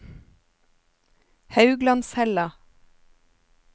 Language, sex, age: Norwegian, female, 27